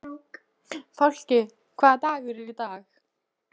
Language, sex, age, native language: Icelandic, female, 13, Polish